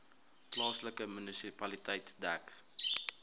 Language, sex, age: Afrikaans, male, 19